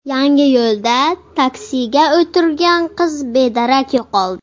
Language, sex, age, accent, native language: Uzbek, male, 40-49, Surxondaryo, Uzbek